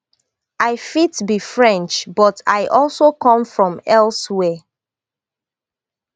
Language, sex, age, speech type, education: Nigerian Pidgin, female, 30-45, spontaneous, tertiary